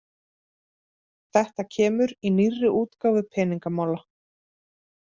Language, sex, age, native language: Icelandic, female, 30-39, Icelandic